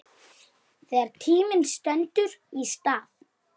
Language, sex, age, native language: Icelandic, male, 8, Icelandic